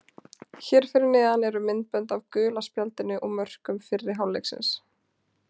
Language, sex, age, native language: Icelandic, female, 20-29, Icelandic